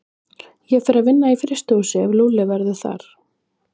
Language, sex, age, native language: Icelandic, female, 20-29, Icelandic